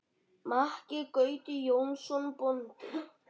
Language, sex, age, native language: Icelandic, male, 9, Icelandic